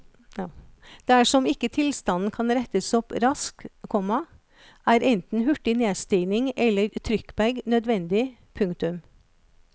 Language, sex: Norwegian, female